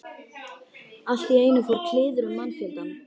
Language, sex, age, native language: Icelandic, female, 12, Icelandic